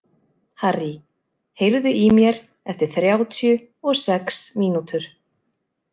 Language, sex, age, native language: Icelandic, female, 30-39, Icelandic